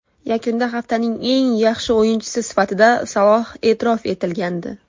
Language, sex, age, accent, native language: Uzbek, female, 19-29, Andijon, Uzbek